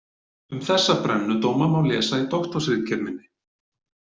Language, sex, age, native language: Icelandic, male, 40-49, Icelandic